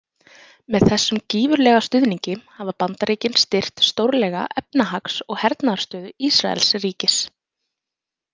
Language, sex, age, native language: Icelandic, female, 20-29, Icelandic